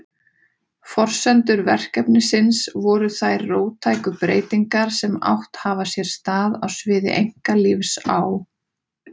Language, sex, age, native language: Icelandic, female, 30-39, Icelandic